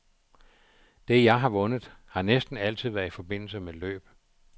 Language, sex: Danish, male